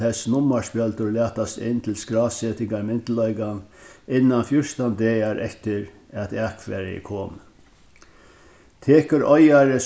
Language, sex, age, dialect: Faroese, male, 61+, Norðurstreymoy/Eysturoy